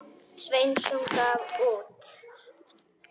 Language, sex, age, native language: Icelandic, female, 18-19, Icelandic